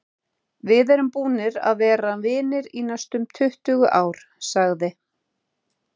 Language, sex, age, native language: Icelandic, female, 30-39, Icelandic